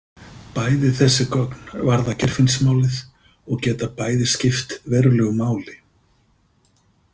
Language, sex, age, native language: Icelandic, male, 50-59, Icelandic